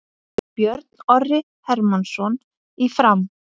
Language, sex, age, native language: Icelandic, female, 50-59, Icelandic